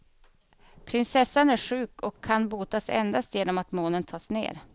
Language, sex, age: Swedish, female, 31